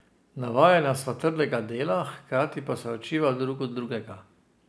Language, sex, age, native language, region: Slovenian, male, 50-59, Slovenian, Drava region